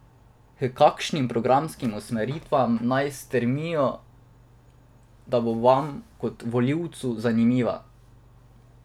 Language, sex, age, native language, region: Slovenian, male, 18-29, Slovenian, Drava region